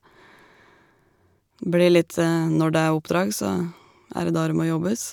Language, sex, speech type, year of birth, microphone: Norwegian, female, spontaneous, 1985, Shure